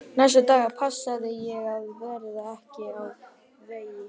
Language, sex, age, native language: Icelandic, male, 11, Icelandic